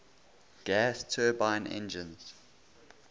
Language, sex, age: English, male, 20